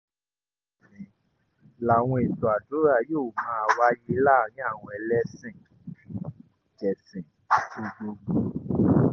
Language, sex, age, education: Yoruba, male, 15-29, tertiary